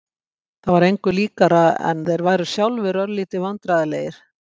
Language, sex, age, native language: Icelandic, female, 60-69, Icelandic